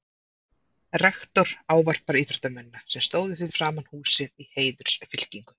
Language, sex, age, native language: Icelandic, female, 30-39, Icelandic